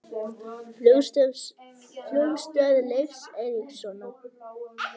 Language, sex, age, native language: Icelandic, male, 18-19, Icelandic